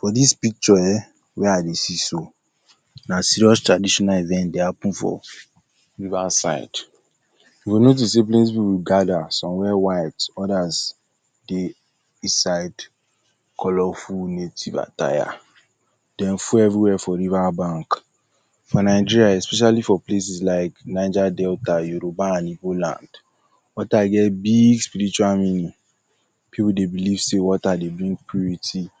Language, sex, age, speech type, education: Nigerian Pidgin, male, 15-29, spontaneous, tertiary